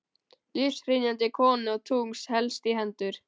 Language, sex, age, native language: Icelandic, male, 18-19, Icelandic